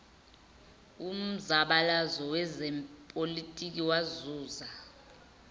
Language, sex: Zulu, female